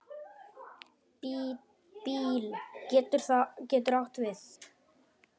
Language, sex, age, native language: Icelandic, male, 9, Icelandic